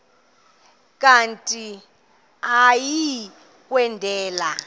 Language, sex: Xhosa, female